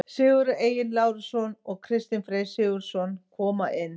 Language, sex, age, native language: Icelandic, female, 50-59, Icelandic